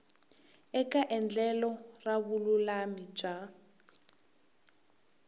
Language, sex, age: Tsonga, female, 21